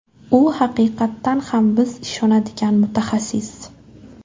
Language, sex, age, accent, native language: Uzbek, female, 18-24, Buxoro, Uzbek